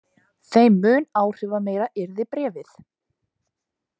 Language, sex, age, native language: Icelandic, female, 20-29, Icelandic